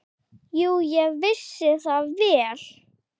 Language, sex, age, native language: Icelandic, female, 8, Icelandic